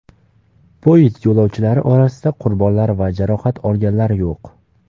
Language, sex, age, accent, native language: Uzbek, male, 19-29, Farg'ona, Uzbek